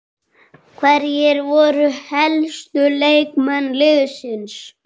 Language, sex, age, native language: Icelandic, male, 6, Icelandic